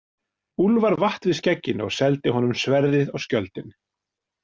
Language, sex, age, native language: Icelandic, male, 40-49, Icelandic